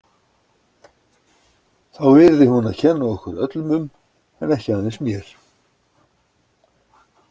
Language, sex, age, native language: Icelandic, male, 60-69, Icelandic